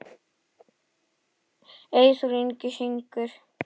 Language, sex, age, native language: Icelandic, male, 8, Icelandic